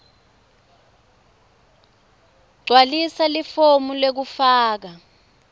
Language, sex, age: Swati, female, 24